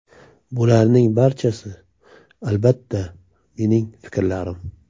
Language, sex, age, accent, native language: Uzbek, male, 25-34, Samarqand, Uzbek